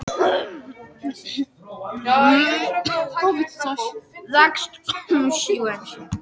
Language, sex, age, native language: Icelandic, female, 18-19, Polish